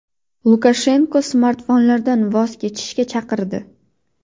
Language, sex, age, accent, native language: Uzbek, female, 19-29, Qashqadaryo, Uzbek